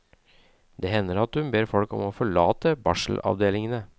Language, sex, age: Norwegian, male, 37